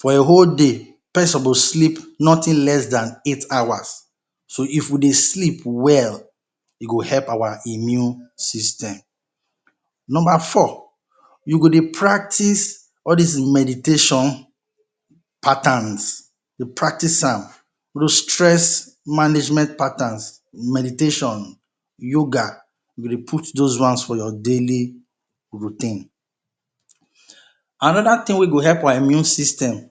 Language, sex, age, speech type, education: Nigerian Pidgin, male, 30-45, spontaneous, tertiary